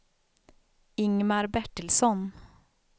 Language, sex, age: Swedish, female, 32